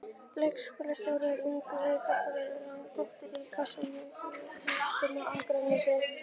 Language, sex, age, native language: Icelandic, female, 18-19, Icelandic